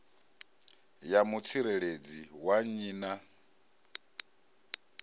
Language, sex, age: Venda, male, 37